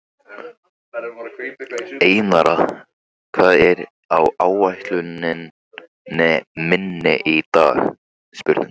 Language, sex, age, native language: Icelandic, male, 15, Icelandic